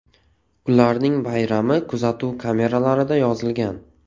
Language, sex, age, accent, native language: Uzbek, male, 18-24, Toshkent viloyati, Uzbek